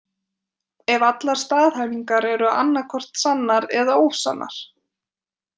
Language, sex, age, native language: Icelandic, female, 20-29, Icelandic